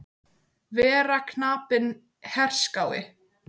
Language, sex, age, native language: Icelandic, female, 18-19, Icelandic